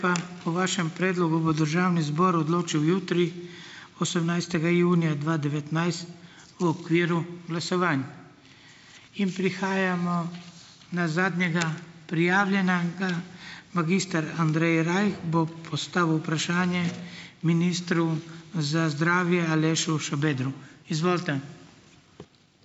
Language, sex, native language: Slovenian, male, Slovenian